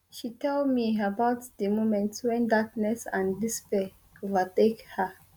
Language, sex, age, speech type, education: Nigerian Pidgin, female, 30-45, spontaneous, tertiary